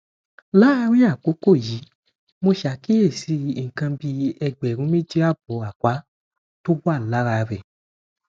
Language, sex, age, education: Yoruba, male, 15-29, tertiary